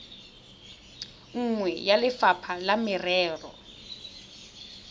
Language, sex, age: Tswana, female, 21